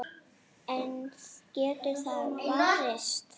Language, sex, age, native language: Icelandic, female, 8, Icelandic